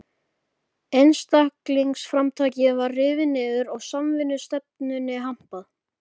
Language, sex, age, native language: Icelandic, male, 13, Icelandic